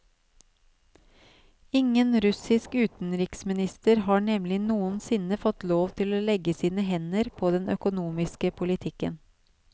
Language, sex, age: Norwegian, female, 37